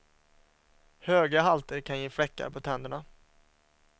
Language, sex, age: Swedish, male, 27